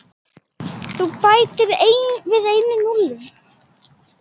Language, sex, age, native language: Icelandic, female, 10, Icelandic